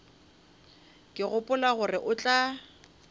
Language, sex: Northern Sotho, female